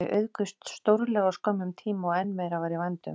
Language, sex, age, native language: Icelandic, female, 40-49, Icelandic